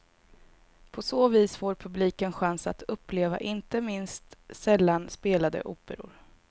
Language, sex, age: Swedish, female, 22